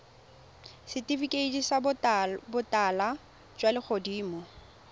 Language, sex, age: Tswana, female, 21